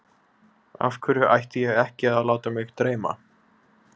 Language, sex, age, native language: Icelandic, male, 20-29, Icelandic